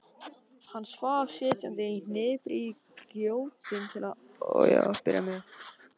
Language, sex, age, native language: Icelandic, male, 18-19, Icelandic